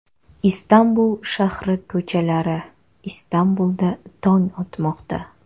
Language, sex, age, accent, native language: Uzbek, female, 25-34, Navoiy, Kazakh